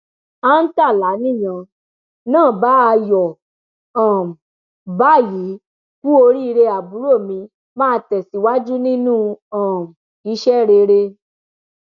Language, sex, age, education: Yoruba, female, 15-29, tertiary